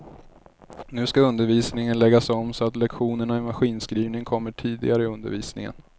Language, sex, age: Swedish, male, 30